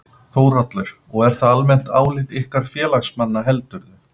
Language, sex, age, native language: Icelandic, male, 50-59, Icelandic